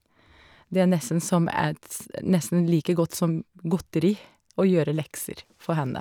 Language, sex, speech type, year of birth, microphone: Norwegian, female, spontaneous, 1984, Shure